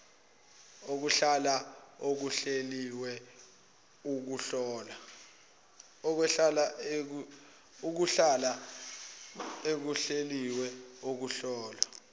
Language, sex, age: Zulu, male, 24